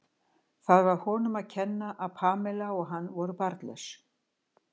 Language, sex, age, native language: Icelandic, female, 60-69, Icelandic